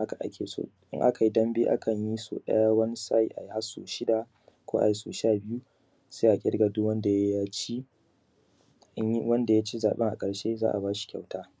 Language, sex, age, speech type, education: Hausa, male, 30-45, spontaneous, secondary